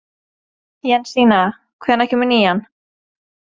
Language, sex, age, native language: Icelandic, female, 20-29, Norwegian